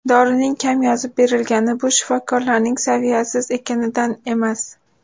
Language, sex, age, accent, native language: Uzbek, female, under 19, Farg'ona, Uzbek